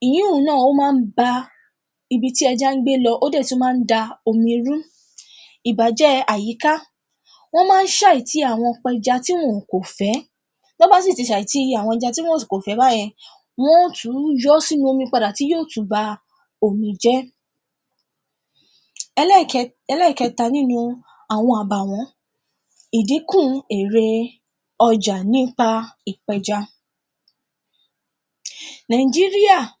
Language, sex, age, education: Yoruba, female, 15-29, tertiary